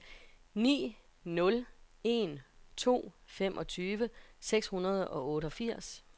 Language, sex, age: Danish, female, 42